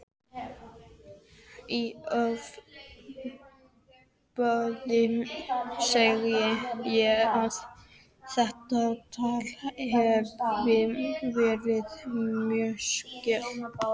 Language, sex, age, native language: Icelandic, male, 12, Icelandic